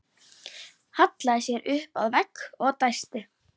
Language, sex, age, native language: Icelandic, female, 11, Icelandic